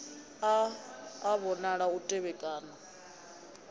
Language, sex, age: Venda, female, 22